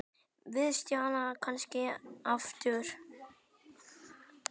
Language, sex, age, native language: Icelandic, male, 10, Icelandic